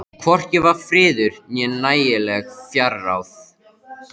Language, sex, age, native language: Icelandic, male, 13, Icelandic